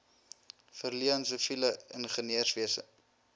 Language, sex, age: Afrikaans, male, 21